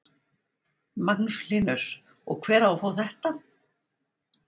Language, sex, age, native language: Icelandic, female, 60-69, Icelandic